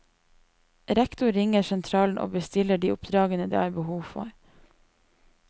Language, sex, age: Norwegian, female, 28